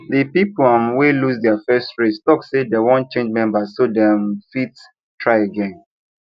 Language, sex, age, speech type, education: Nigerian Pidgin, male, 15-29, spontaneous, tertiary